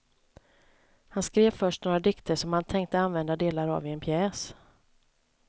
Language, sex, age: Swedish, female, 29